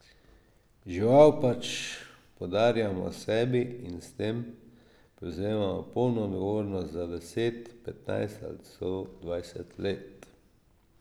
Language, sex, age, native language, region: Slovenian, male, 50-59, Slovenian, Drava region